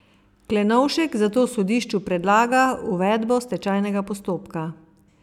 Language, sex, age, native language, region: Slovenian, female, 50-59, Slovenian, Savinja region